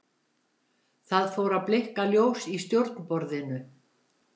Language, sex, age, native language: Icelandic, female, 70-79, Icelandic